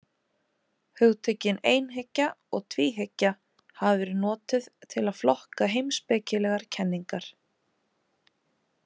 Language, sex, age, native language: Icelandic, female, 30-39, Icelandic